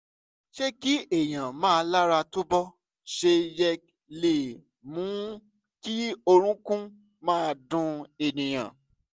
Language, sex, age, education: Yoruba, male, 15-29, secondary